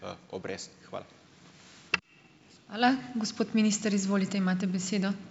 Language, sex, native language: Slovenian, male, Slovenian